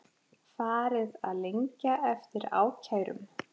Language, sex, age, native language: Icelandic, female, 40-49, Icelandic